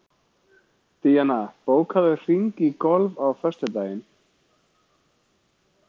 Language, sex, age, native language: Icelandic, male, 40-49, Icelandic